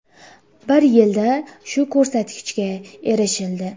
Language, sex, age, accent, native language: Uzbek, female, 18-24, Jizzax, Uzbek